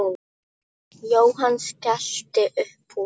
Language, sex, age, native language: Icelandic, female, 10, Polish